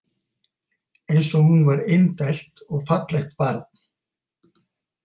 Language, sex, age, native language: Icelandic, male, 50-59, Icelandic